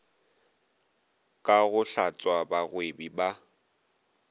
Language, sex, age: Northern Sotho, male, 22